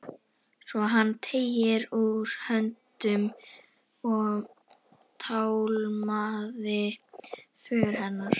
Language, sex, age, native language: Icelandic, female, 11, Icelandic